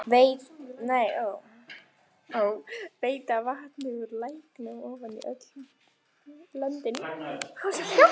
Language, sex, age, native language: Icelandic, female, 15, Icelandic